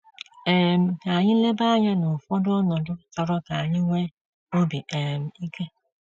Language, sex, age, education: Igbo, female, 30-45, secondary